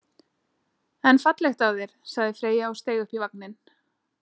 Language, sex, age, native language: Icelandic, female, 30-39, Icelandic